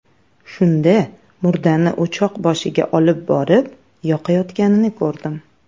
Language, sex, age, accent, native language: Uzbek, female, 30-39, Samarqand, Uzbek